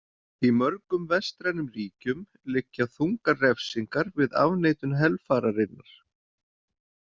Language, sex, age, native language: Icelandic, male, 40-49, Icelandic